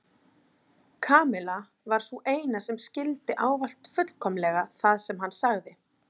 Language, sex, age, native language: Icelandic, female, 40-49, Icelandic